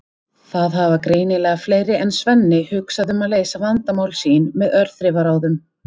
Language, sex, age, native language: Icelandic, female, 30-39, Icelandic